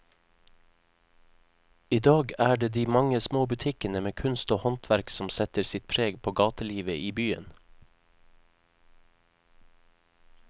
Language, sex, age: Norwegian, male, 31